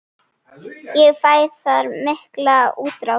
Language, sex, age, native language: Icelandic, female, 9, Icelandic